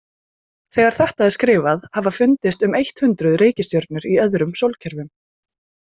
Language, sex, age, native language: Icelandic, female, 20-29, Icelandic